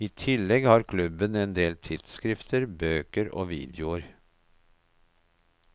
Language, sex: Norwegian, male